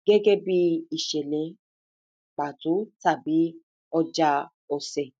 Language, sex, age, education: Yoruba, female, 15-29, tertiary